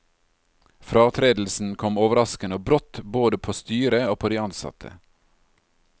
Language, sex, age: Norwegian, male, 40